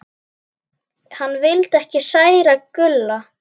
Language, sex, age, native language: Icelandic, female, 10, Icelandic